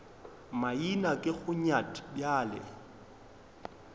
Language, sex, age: Northern Sotho, male, 22